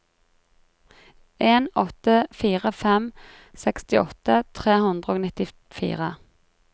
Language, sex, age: Norwegian, female, 33